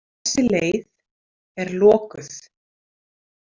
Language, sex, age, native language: Icelandic, female, 30-39, Icelandic